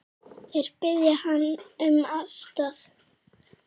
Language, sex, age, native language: Icelandic, female, 7, Icelandic